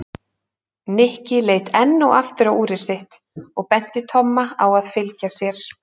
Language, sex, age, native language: Icelandic, female, 30-39, Icelandic